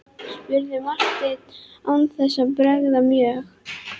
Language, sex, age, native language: Icelandic, female, 11, Icelandic